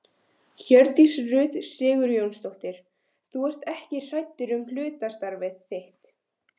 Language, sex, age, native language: Icelandic, female, 15, Icelandic